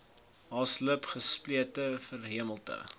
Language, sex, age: Afrikaans, male, 20